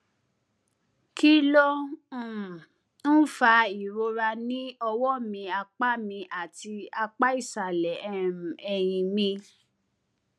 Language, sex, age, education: Yoruba, female, 30-45, tertiary